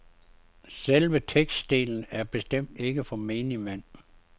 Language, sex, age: Danish, male, 52